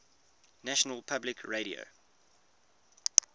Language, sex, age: English, male, 21